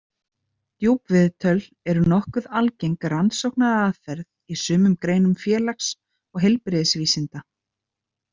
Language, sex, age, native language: Icelandic, female, 30-39, Icelandic